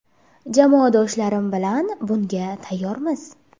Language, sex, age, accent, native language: Uzbek, female, 18-24, Jizzax, Uzbek